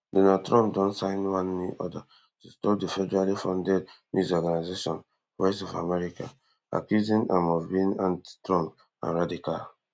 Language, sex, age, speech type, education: Nigerian Pidgin, male, 15-29, spontaneous, tertiary